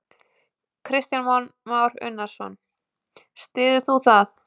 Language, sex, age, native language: Icelandic, female, 20-29, Icelandic